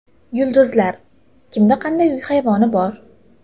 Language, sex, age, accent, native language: Uzbek, female, 18-24, Toshkent shahri, Uzbek